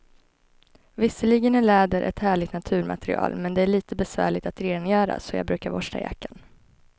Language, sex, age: Swedish, female, 21